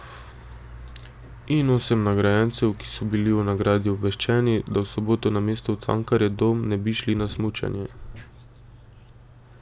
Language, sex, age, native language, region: Slovenian, male, 18-29, Slovenian, Drava region